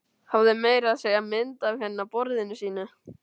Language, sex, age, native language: Icelandic, male, 12, Icelandic